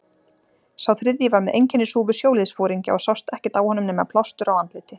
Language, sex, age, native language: Icelandic, female, 40-49, Icelandic